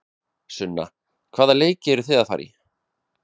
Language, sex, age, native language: Icelandic, male, 20-29, Icelandic